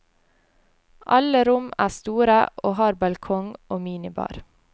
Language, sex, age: Norwegian, female, 20